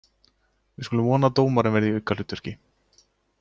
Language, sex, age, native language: Icelandic, male, 20-29, Icelandic